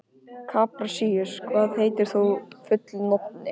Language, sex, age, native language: Icelandic, male, 15, Icelandic